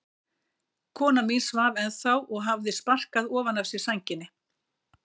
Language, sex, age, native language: Icelandic, female, 60-69, Icelandic